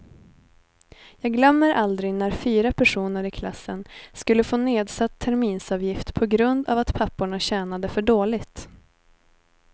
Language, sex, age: Swedish, female, 19